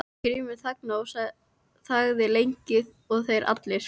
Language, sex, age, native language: Icelandic, female, 13, Icelandic